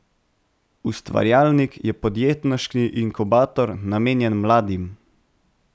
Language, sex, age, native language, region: Slovenian, male, 18-29, Slovenian, Central Slovenia